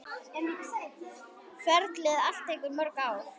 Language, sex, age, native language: Icelandic, female, 10, Icelandic